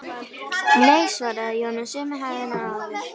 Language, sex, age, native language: Icelandic, female, 13, Icelandic